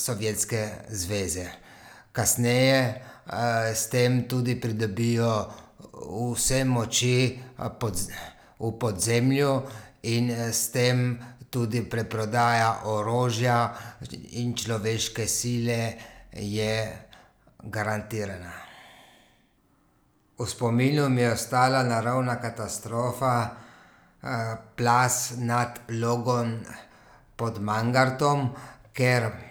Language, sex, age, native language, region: Slovenian, male, 30-49, Slovenian, Gorica region